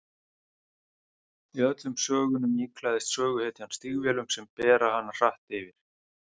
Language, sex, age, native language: Icelandic, male, 30-39, Icelandic